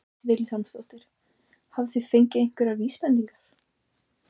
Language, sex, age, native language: Icelandic, female, 20-29, Icelandic